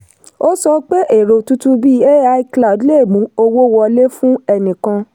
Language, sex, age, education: Yoruba, female, 30-45, tertiary